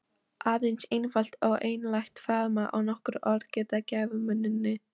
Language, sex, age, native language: Icelandic, female, 13, Polish